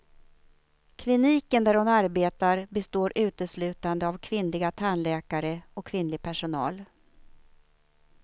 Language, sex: Swedish, female